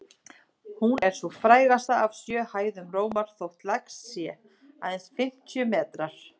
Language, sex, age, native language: Icelandic, female, 30-39, Icelandic